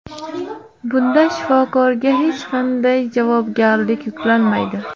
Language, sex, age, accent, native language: Uzbek, female, 18-24, Samarqand, Uzbek